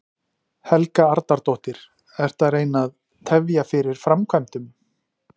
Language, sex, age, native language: Icelandic, male, 40-49, Icelandic